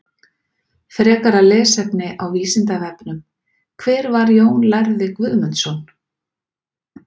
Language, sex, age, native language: Icelandic, female, 40-49, Icelandic